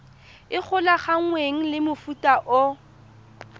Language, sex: Tswana, female